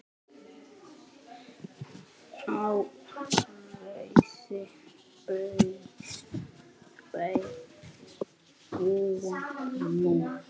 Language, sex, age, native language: Icelandic, male, 8, Icelandic